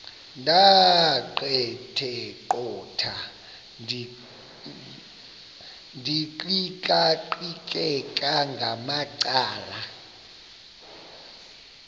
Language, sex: Xhosa, male